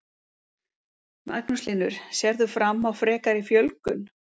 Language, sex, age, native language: Icelandic, female, 30-39, Icelandic